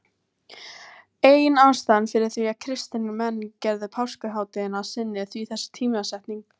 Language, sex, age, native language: Icelandic, female, 18-19, Icelandic